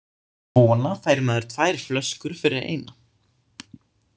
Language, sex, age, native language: Icelandic, male, 18-19, Icelandic